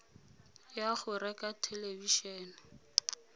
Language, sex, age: Tswana, female, 22